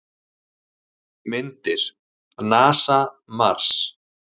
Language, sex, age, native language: Icelandic, male, 40-49, Icelandic